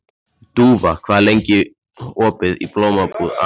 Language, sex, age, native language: Icelandic, male, 14, Icelandic